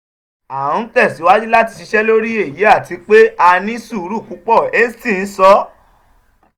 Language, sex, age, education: Yoruba, male, 30-45, tertiary